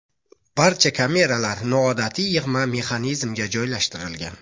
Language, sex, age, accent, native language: Uzbek, male, 25-34, Buxoro, Uzbek